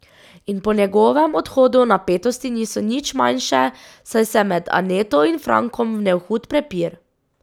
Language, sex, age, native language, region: Slovenian, female, 18-29, Slovenian, Drava region